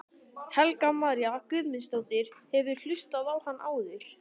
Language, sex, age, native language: Icelandic, male, 12, Icelandic